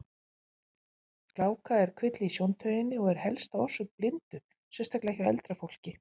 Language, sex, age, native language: Icelandic, female, 50-59, Icelandic